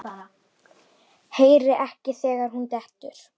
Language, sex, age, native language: Icelandic, female, 10, Icelandic